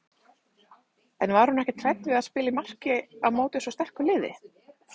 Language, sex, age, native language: Icelandic, female, 30-39, Icelandic